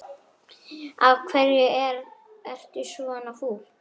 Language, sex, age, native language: Icelandic, male, 9, Icelandic